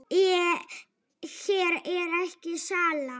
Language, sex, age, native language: Icelandic, female, 7, Polish